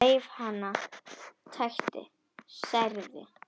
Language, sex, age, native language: Icelandic, female, 10, Icelandic